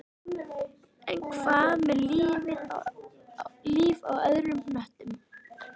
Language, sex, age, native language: Icelandic, female, 13, Icelandic